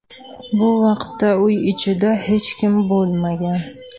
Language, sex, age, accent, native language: Uzbek, female, 19-29, Toshkent shahri, Uzbek